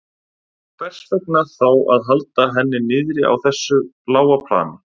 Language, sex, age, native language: Icelandic, male, 30-39, Icelandic